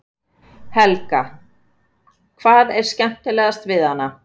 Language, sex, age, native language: Icelandic, female, 40-49, Icelandic